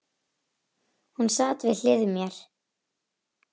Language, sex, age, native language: Icelandic, female, 9, Icelandic